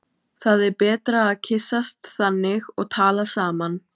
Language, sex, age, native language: Icelandic, female, 12, Icelandic